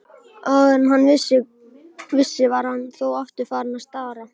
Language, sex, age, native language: Icelandic, male, 18-19, Icelandic